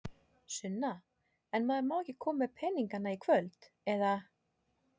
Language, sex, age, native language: Icelandic, female, 30-39, Icelandic